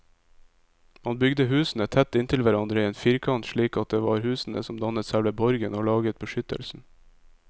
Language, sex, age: Norwegian, male, 22